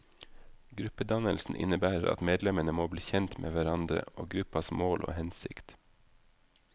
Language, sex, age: Norwegian, male, 32